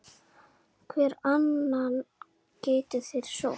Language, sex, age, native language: Icelandic, female, 10, Icelandic